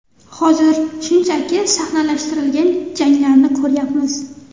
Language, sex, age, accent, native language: Uzbek, female, 19-29, Toshkent shahri, Uzbek